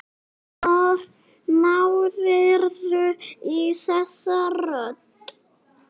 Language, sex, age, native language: Icelandic, male, 6, Icelandic